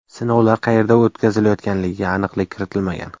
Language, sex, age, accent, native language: Uzbek, male, 25-34, Jizzax, Uzbek